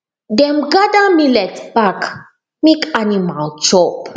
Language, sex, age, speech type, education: Nigerian Pidgin, female, 15-29, spontaneous, tertiary